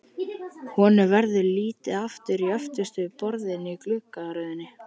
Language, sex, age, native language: Icelandic, male, 13, Icelandic